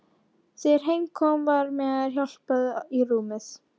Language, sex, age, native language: Icelandic, female, 12, Icelandic